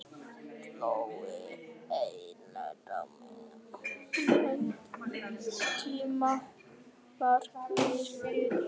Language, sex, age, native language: Icelandic, male, 11, Icelandic